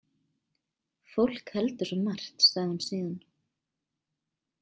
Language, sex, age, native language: Icelandic, female, 20-29, Icelandic